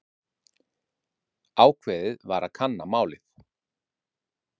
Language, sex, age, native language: Icelandic, male, 50-59, Icelandic